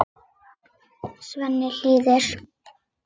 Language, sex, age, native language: Icelandic, female, 8, Icelandic